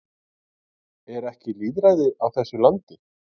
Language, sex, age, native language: Icelandic, male, 30-39, Icelandic